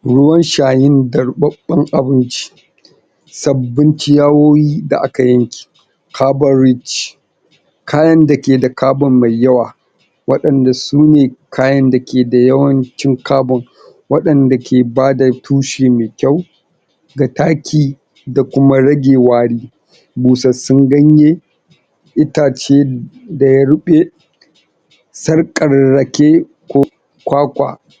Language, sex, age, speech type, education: Hausa, male, 46-60, spontaneous, tertiary